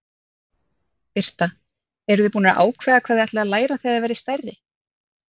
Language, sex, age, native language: Icelandic, female, 30-39, Icelandic